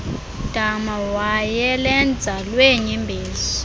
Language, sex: Xhosa, female